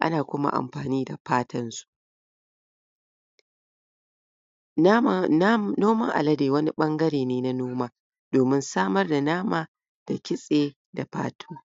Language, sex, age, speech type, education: Hausa, female, 46-60, spontaneous, tertiary